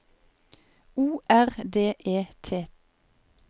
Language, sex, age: Norwegian, female, 50